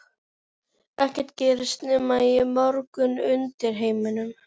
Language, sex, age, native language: Icelandic, other, 11, Icelandic